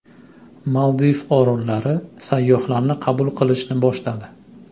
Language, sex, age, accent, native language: Uzbek, male, 25-34, Andijon, Uzbek